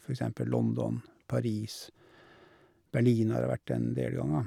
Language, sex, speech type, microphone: Norwegian, male, spontaneous, Shure